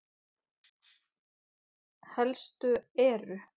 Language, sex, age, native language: Icelandic, male, 9, Icelandic